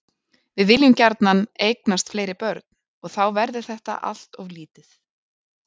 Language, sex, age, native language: Icelandic, female, 40-49, Icelandic